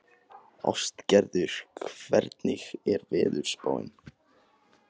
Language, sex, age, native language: Icelandic, male, 18-19, Icelandic